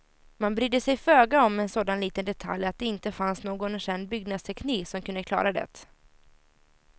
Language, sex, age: Swedish, female, 17